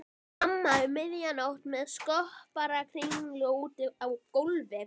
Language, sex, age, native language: Icelandic, female, 12, Icelandic